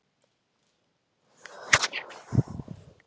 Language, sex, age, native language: Icelandic, female, 20-29, Icelandic